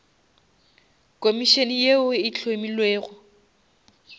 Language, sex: Northern Sotho, female